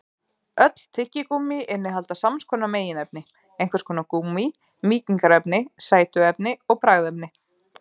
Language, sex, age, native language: Icelandic, female, 30-39, Icelandic